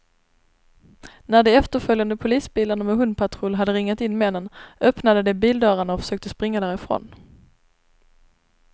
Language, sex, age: Swedish, female, 26